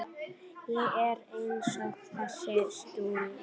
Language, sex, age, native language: Icelandic, female, 9, Icelandic